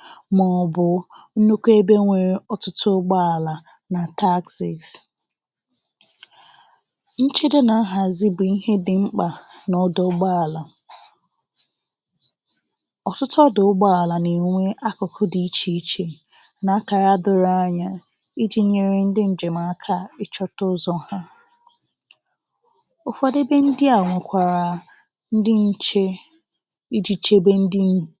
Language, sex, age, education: Igbo, female, 15-29, tertiary